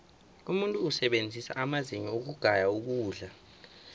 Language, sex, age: South Ndebele, male, 24